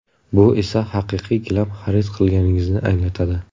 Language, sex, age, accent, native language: Uzbek, male, 18-24, Surxondaryo, Uzbek